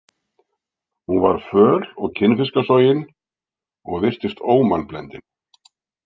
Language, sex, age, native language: Icelandic, male, 60-69, Icelandic